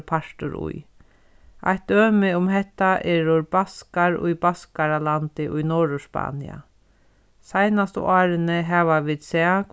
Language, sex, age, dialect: Faroese, female, 36-60, Sandoy